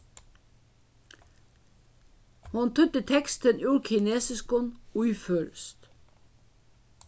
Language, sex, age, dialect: Faroese, female, 61+, Suðurstreymoy